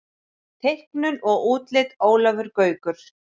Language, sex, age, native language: Icelandic, male, 7, Icelandic